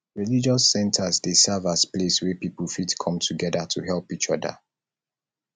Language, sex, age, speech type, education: Nigerian Pidgin, male, 30-45, spontaneous, tertiary